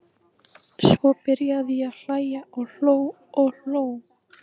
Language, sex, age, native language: Icelandic, female, 14, Icelandic